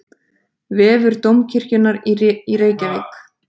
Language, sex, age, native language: Icelandic, female, 30-39, Icelandic